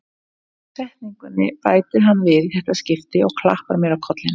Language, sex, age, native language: Icelandic, female, 30-39, Icelandic